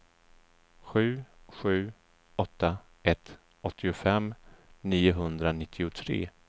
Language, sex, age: Swedish, male, 34